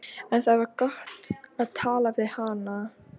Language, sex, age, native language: Icelandic, female, 13, Icelandic